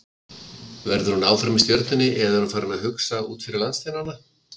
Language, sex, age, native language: Icelandic, male, 50-59, Icelandic